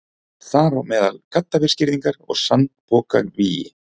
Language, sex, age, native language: Icelandic, male, 40-49, Icelandic